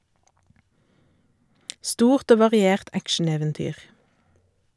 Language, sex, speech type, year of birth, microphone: Norwegian, female, read, 1984, Shure